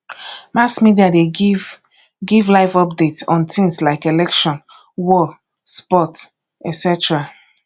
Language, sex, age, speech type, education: Nigerian Pidgin, female, 30-45, spontaneous, tertiary